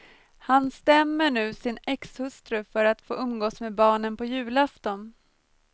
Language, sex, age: Swedish, female, 23